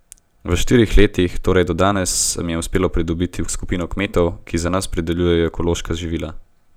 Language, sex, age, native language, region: Slovenian, male, 18-29, Slovenian, Gorenjska region